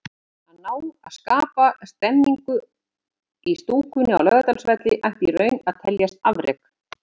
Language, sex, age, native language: Icelandic, female, 50-59, Icelandic